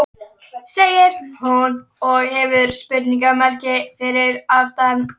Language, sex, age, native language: Icelandic, female, 13, Icelandic